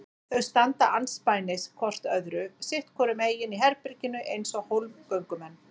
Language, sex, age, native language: Icelandic, female, 40-49, Icelandic